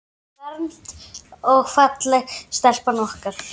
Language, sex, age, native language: Icelandic, male, 7, Icelandic